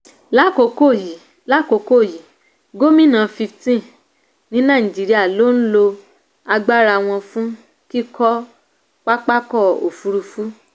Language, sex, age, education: Yoruba, female, 15-29, tertiary